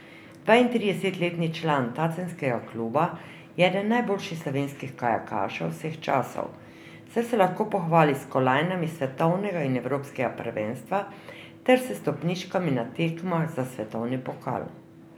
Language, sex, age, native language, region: Slovenian, female, 50-59, Slovenian, Drava region